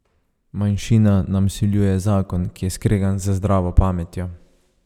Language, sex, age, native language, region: Slovenian, male, 30-49, Slovenian, Savinja region